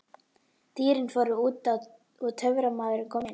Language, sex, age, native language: Icelandic, female, 12, Icelandic